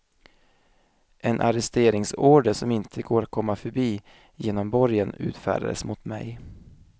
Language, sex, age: Swedish, male, 27